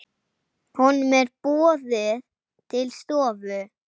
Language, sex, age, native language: Icelandic, female, 8, Icelandic